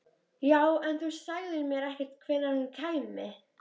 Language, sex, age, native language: Icelandic, female, 13, Icelandic